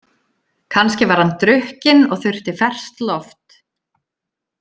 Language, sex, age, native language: Icelandic, female, 30-39, Icelandic